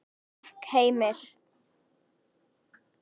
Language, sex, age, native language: Icelandic, female, 10, Icelandic